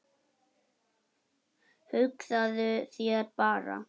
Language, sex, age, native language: Icelandic, male, 6, Icelandic